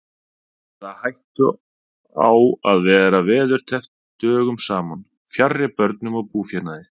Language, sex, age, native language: Icelandic, male, 30-39, Icelandic